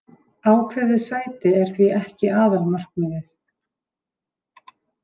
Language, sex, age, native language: Icelandic, female, 30-39, Icelandic